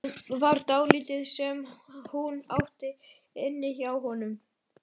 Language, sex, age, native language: Icelandic, male, 11, Icelandic